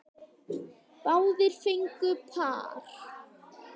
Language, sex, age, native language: Icelandic, male, 10, Icelandic